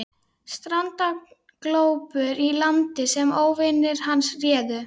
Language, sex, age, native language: Icelandic, female, 12, Icelandic